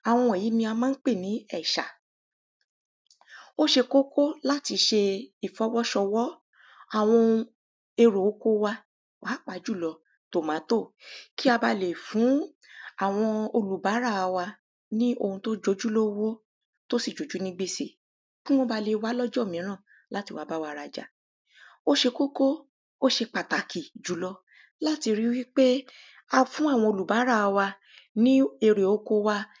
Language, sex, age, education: Yoruba, female, 30-45, primary